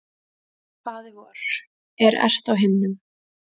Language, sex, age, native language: Icelandic, female, 20-29, Icelandic